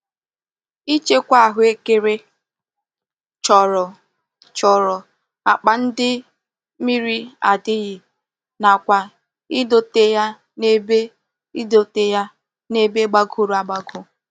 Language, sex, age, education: Igbo, female, 15-29, tertiary